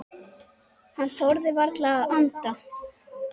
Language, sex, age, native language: Icelandic, male, 8, Icelandic